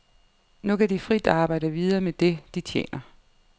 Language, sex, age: Danish, female, 55